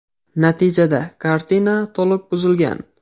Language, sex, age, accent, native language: Uzbek, male, 18-24, Xorazm, Uzbek